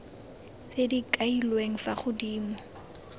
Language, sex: Tswana, female